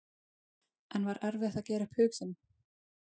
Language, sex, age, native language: Icelandic, female, 20-29, Icelandic